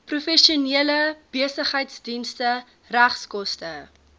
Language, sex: Afrikaans, female